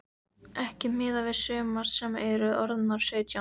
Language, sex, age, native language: Icelandic, female, 13, Icelandic